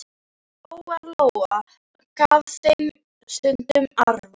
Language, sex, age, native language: Icelandic, female, 10, Icelandic